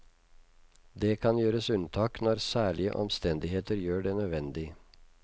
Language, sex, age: Norwegian, male, 56